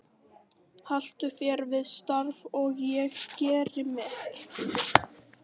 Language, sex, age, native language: Icelandic, other, 18-19, Icelandic